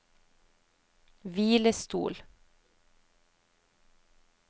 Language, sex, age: Norwegian, female, 30